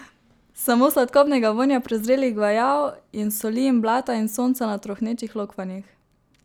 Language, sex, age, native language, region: Slovenian, female, 18-29, Slovenian, Savinja region